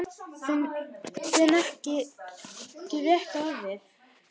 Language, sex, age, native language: Icelandic, male, 9, Icelandic